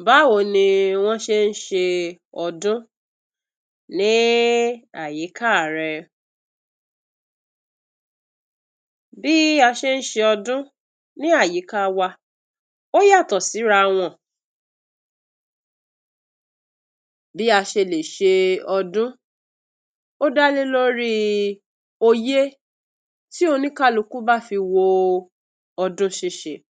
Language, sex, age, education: Yoruba, female, 46-60, tertiary